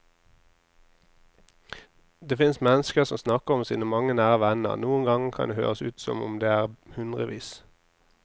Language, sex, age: Norwegian, male, 26